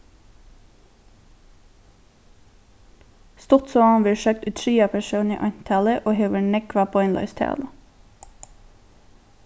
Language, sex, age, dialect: Faroese, female, 15-35, Norðurstreymoy/Eysturoy